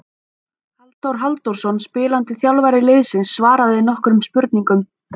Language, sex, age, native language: Icelandic, female, 30-39, Icelandic